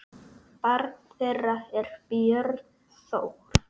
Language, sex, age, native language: Icelandic, male, 8, Icelandic